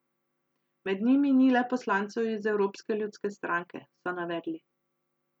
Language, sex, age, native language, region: Slovenian, female, 30-49, Slovenian, Central Slovenia